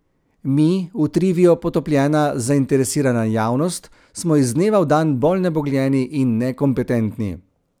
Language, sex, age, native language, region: Slovenian, male, 30-49, Slovenian, Central Slovenia